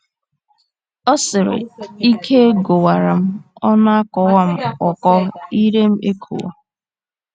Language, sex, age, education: Igbo, female, 15-29, tertiary